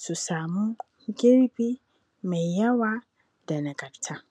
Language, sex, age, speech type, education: Hausa, female, 30-45, spontaneous, tertiary